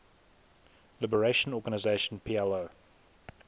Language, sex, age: English, male, 19